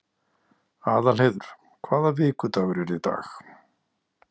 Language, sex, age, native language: Icelandic, male, 60-69, Icelandic